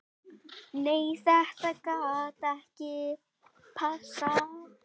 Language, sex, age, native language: Icelandic, male, 8, Icelandic